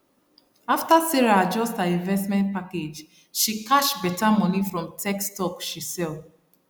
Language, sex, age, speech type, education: Nigerian Pidgin, female, 30-45, spontaneous, tertiary